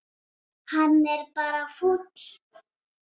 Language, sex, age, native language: Icelandic, female, 8, Icelandic